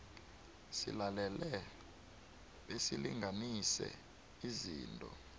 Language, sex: South Ndebele, male